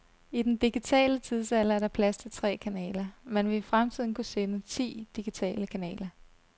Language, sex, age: Danish, female, 32